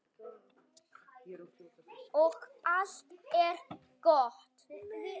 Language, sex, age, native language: Icelandic, male, 9, Icelandic